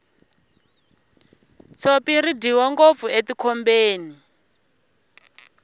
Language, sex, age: Tsonga, female, 20